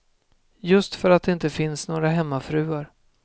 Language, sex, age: Swedish, male, 24